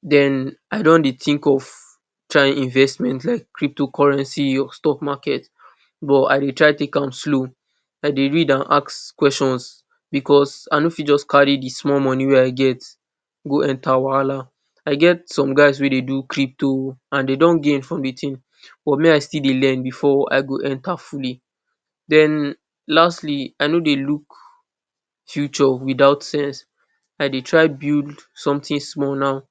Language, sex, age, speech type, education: Nigerian Pidgin, male, 15-29, spontaneous, tertiary